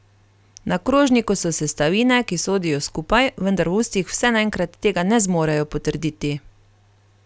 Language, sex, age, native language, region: Slovenian, female, 30-49, Slovenian, Carinthia region